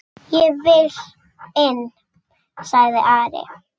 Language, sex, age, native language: Icelandic, female, 6, Icelandic